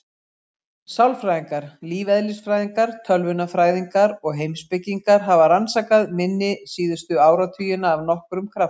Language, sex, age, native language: Icelandic, female, 50-59, Icelandic